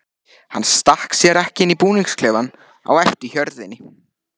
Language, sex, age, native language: Icelandic, male, 14, Icelandic